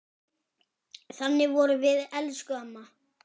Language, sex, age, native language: Icelandic, male, 10, Icelandic